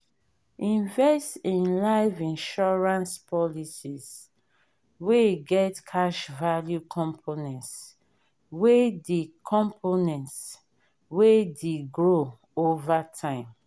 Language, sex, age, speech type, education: Nigerian Pidgin, female, 30-45, spontaneous, tertiary